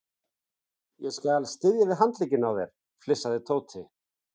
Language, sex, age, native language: Icelandic, male, 40-49, Icelandic